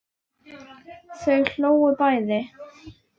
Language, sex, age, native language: Icelandic, female, 10, Icelandic